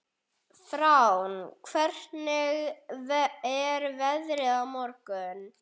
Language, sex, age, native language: Icelandic, male, 11, Icelandic